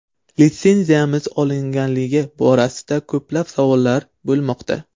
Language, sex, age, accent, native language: Uzbek, male, 12-17, Surxondaryo, Uzbek